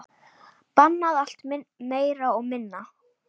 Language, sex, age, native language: Icelandic, female, 10, Icelandic